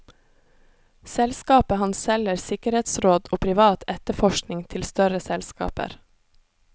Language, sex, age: Norwegian, female, 26